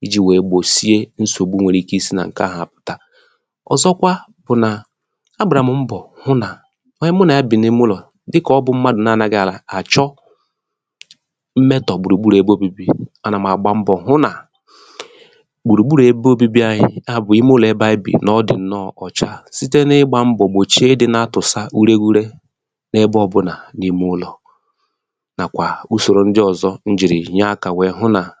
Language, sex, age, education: Igbo, male, 30-45, tertiary